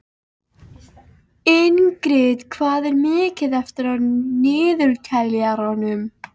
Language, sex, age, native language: Icelandic, female, 13, Icelandic